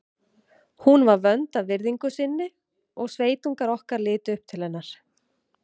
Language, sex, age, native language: Icelandic, female, 30-39, Icelandic